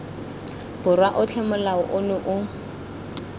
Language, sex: Tswana, female